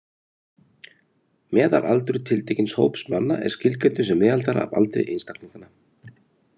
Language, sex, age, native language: Icelandic, male, 30-39, Icelandic